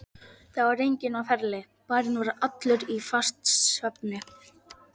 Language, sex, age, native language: Icelandic, male, 11, Polish